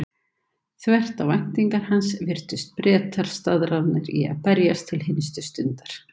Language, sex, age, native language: Icelandic, female, 70-79, Icelandic